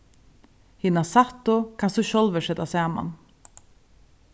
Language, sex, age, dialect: Faroese, female, 36-60, Suðurstreymoy